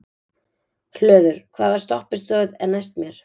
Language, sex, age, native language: Icelandic, female, 20-29, Icelandic